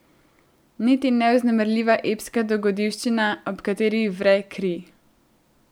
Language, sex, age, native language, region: Slovenian, female, 18-29, Slovenian, Central Slovenia